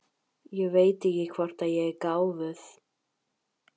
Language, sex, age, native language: Icelandic, female, 12, Icelandic